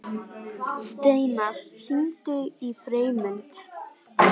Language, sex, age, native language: Icelandic, female, 18-19, Icelandic